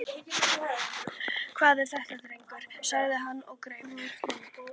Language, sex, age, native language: Icelandic, female, 11, Icelandic